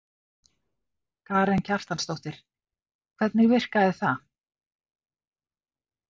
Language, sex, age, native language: Icelandic, female, 50-59, Icelandic